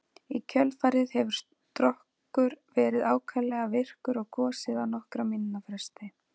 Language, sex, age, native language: Icelandic, female, 40-49, Icelandic